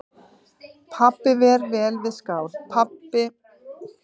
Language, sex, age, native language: Icelandic, female, 50-59, Icelandic